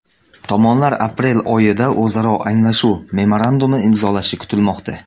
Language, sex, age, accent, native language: Uzbek, male, under 19, Samarqand, Uzbek